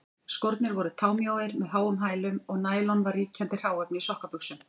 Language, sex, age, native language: Icelandic, female, 40-49, Icelandic